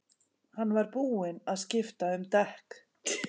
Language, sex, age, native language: Icelandic, female, 11, Icelandic